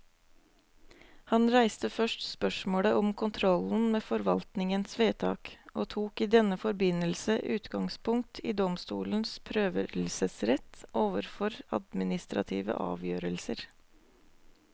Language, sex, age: Norwegian, female, 24